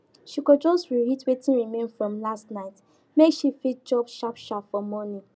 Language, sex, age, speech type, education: Nigerian Pidgin, female, 15-29, spontaneous, tertiary